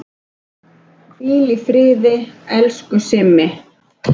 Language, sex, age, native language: Icelandic, female, 10, Icelandic